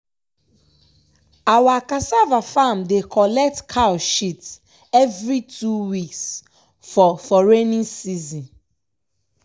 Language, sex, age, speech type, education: Nigerian Pidgin, female, 15-29, spontaneous, tertiary